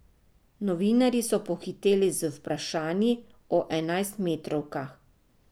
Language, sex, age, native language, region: Slovenian, female, 50-59, Slovenian, Drava region